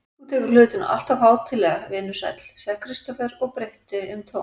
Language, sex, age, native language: Icelandic, female, 40-49, Icelandic